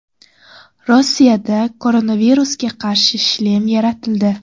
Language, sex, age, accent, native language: Uzbek, female, 18-24, Surxondaryo, Uzbek